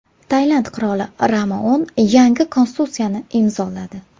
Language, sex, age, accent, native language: Uzbek, female, 19-29, Farg'ona, Uzbek